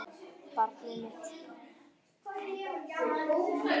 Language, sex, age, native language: Icelandic, female, 10, Icelandic